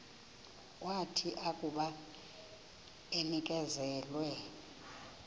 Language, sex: Xhosa, female